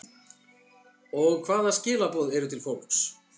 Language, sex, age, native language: Icelandic, male, 50-59, Icelandic